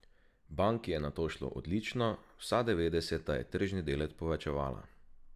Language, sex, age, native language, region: Slovenian, male, 18-29, Slovenian, Drava region